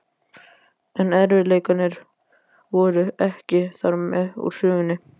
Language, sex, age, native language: Icelandic, male, 12, Icelandic